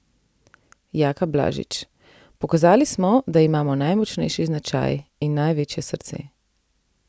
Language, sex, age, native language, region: Slovenian, female, 30-49, Slovenian, Central Slovenia